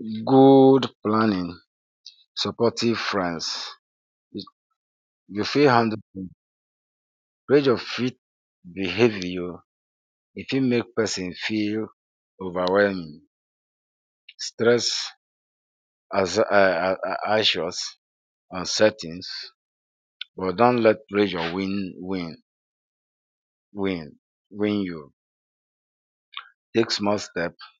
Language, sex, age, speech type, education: Nigerian Pidgin, male, 46-60, spontaneous, secondary